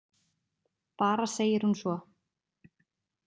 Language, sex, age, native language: Icelandic, female, 20-29, Icelandic